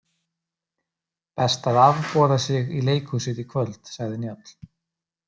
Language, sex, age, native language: Icelandic, male, 30-39, Icelandic